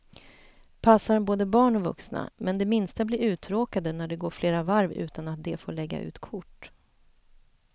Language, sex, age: Swedish, female, 41